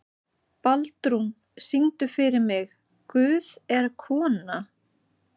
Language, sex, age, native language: Icelandic, female, 30-39, Icelandic